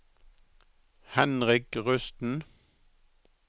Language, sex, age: Norwegian, male, 63